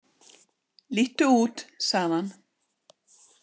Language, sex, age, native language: Icelandic, female, 60-69, Icelandic